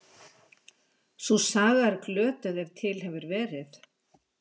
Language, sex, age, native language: Icelandic, female, 60-69, Icelandic